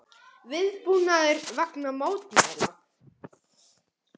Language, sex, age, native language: Icelandic, male, 18-19, Icelandic